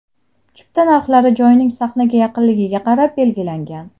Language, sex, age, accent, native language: Uzbek, female, 19-29, Jizzax, Uzbek